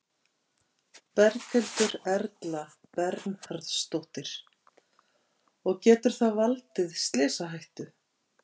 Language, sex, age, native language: Icelandic, female, 50-59, Icelandic